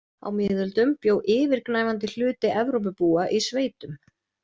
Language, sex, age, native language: Icelandic, female, 20-29, Icelandic